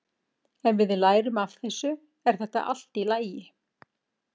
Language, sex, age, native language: Icelandic, female, 40-49, Icelandic